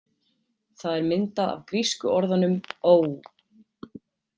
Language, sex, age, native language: Icelandic, female, 20-29, Icelandic